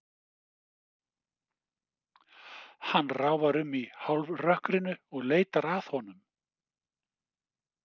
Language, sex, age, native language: Icelandic, male, 60-69, Icelandic